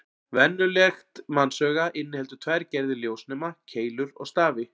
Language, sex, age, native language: Icelandic, male, 40-49, Icelandic